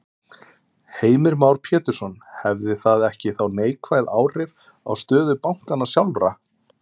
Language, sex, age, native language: Icelandic, male, 30-39, Icelandic